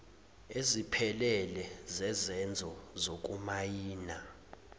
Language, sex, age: Zulu, male, 20